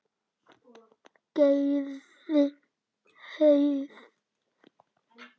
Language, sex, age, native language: Icelandic, male, 9, Icelandic